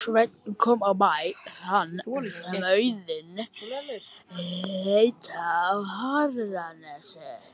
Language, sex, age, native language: Icelandic, male, 13, Icelandic